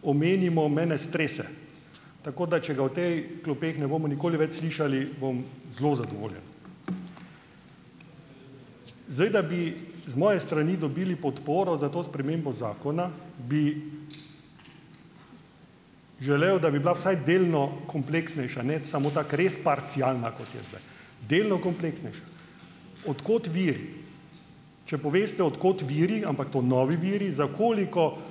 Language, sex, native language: Slovenian, male, Slovenian